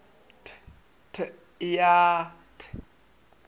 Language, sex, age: Northern Sotho, male, 25